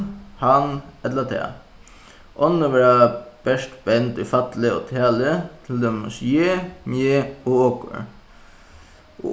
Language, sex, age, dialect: Faroese, male, 15-35, Suðuroy